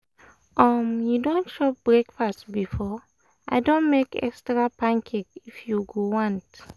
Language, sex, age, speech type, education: Nigerian Pidgin, female, 15-29, spontaneous, tertiary